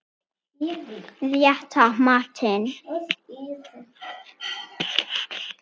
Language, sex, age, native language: Icelandic, female, 9, Icelandic